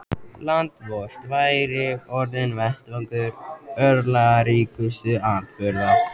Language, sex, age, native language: Icelandic, male, 14, Icelandic